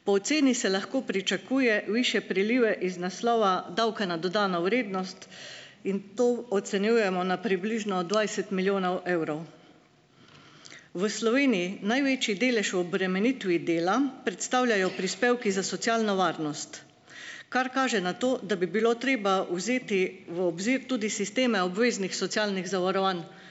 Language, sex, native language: Slovenian, female, Slovenian